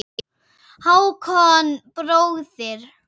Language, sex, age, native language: Icelandic, female, 8, Icelandic